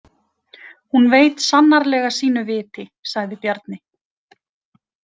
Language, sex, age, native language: Icelandic, female, 30-39, Icelandic